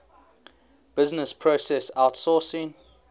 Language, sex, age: English, male, 21